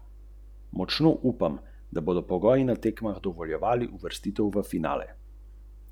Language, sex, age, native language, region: Slovenian, male, 30-49, Slovenian, Central Slovenia